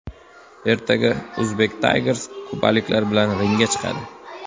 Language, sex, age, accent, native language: Uzbek, male, 19-29, Toshkent viloyati, Uzbek